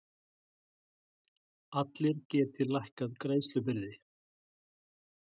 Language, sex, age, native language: Icelandic, male, 60-69, Icelandic